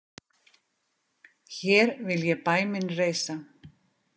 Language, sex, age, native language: Icelandic, female, 50-59, Icelandic